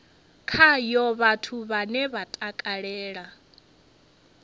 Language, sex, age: Venda, female, 30